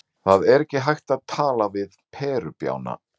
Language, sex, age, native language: Icelandic, male, 40-49, Icelandic